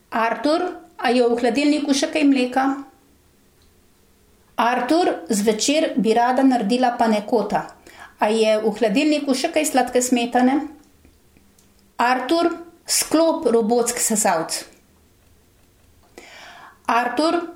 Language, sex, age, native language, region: Slovenian, female, 60+, Slovenian, Gorenjska region